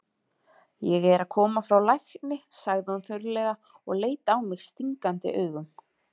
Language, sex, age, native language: Icelandic, female, 30-39, Icelandic